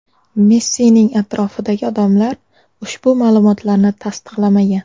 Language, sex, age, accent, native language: Uzbek, female, 18-24, Namangan, Uzbek